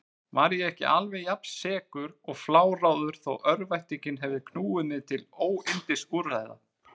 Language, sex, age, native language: Icelandic, male, 40-49, Icelandic